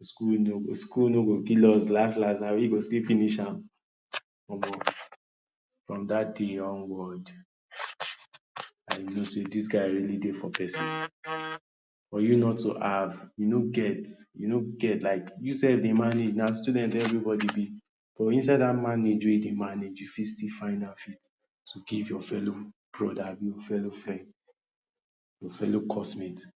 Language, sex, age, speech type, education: Nigerian Pidgin, male, 30-45, spontaneous, tertiary